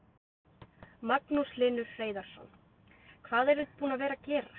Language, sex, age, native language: Icelandic, female, 20-29, Icelandic